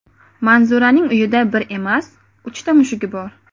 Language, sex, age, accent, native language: Uzbek, female, 18-24, Qoraqalpog'iston, Uzbek